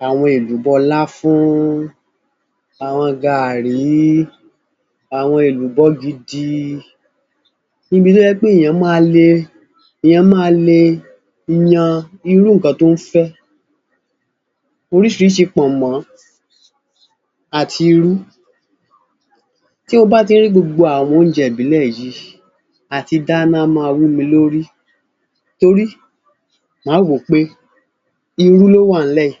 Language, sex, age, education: Yoruba, male, 30-45, tertiary